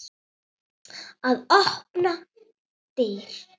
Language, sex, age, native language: Icelandic, female, 8, Icelandic